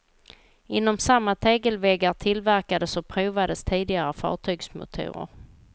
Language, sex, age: Swedish, female, 38